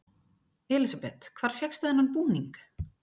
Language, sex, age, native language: Icelandic, female, 40-49, Icelandic